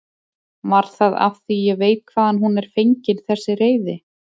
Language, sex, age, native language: Icelandic, female, 30-39, Icelandic